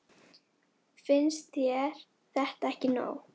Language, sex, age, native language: Icelandic, female, 10, Icelandic